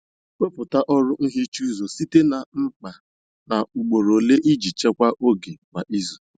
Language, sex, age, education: Igbo, male, 15-29, tertiary